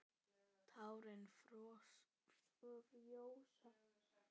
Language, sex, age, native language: Icelandic, female, 10, Icelandic